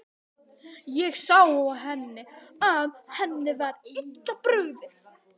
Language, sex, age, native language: Icelandic, male, 11, Icelandic